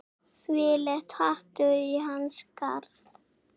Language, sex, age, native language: Icelandic, female, 6, Icelandic